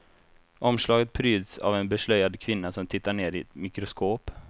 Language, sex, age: Swedish, male, 24